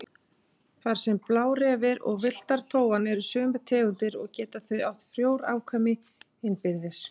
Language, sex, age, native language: Icelandic, male, 20-29, Icelandic